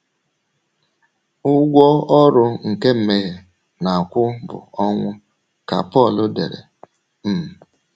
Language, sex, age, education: Igbo, male, 30-45, tertiary